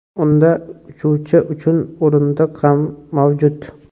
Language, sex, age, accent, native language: Uzbek, male, 18-24, Toshkent viloyati, Uzbek